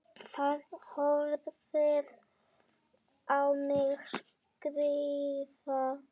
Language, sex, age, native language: Icelandic, male, 9, Icelandic